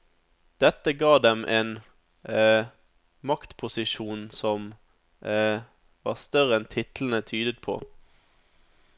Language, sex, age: Norwegian, male, 27